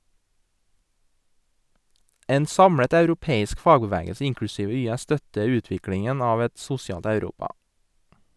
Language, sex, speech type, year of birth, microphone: Norwegian, male, read, 1983, Sennheiser